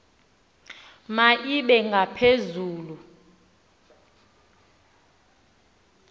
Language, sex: Xhosa, female